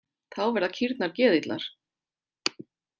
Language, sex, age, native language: Icelandic, female, 30-39, Icelandic